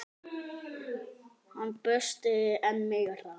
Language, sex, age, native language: Icelandic, male, 9, Icelandic